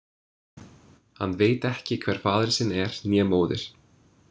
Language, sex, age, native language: Icelandic, male, 20-29, English